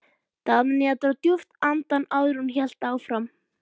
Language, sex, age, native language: Icelandic, female, 12, Icelandic